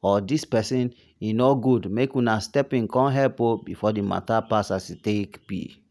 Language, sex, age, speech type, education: Nigerian Pidgin, male, 30-45, spontaneous, tertiary